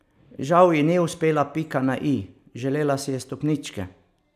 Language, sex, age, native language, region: Slovenian, male, 50-59, Slovenian, Savinja region